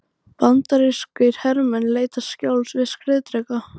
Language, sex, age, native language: Icelandic, female, 18-19, Icelandic